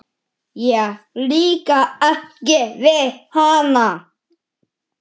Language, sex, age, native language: Icelandic, male, 8, Icelandic